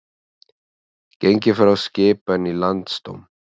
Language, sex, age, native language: Icelandic, male, 30-39, Icelandic